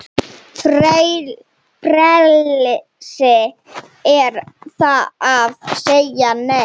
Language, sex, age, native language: Icelandic, female, 7, Icelandic